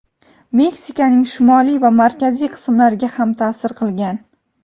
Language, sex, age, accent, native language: Uzbek, female, 18-24, Andijon, Uzbek